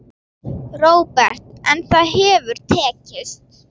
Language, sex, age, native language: Icelandic, female, 9, Icelandic